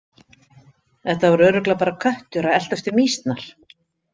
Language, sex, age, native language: Icelandic, female, 50-59, Icelandic